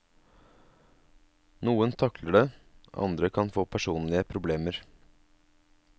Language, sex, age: Norwegian, male, 27